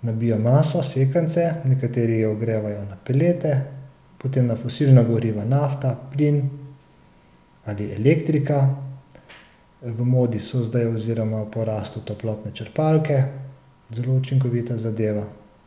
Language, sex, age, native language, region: Slovenian, male, 30-49, Slovenian, Central Slovenia